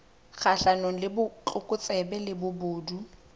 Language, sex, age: Southern Sotho, female, 20